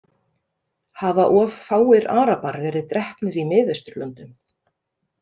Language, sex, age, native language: Icelandic, female, 30-39, Icelandic